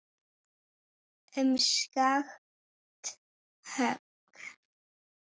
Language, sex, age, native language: Icelandic, female, 8, Icelandic